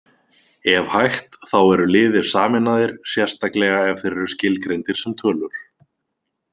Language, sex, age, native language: Icelandic, male, 20-29, Icelandic